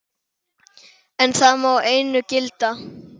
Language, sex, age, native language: Icelandic, female, 10, Icelandic